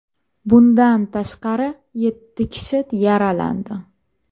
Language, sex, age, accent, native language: Uzbek, female, 25-34, Toshkent viloyati, Uzbek